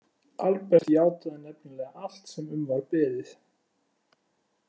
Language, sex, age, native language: Icelandic, male, 40-49, Icelandic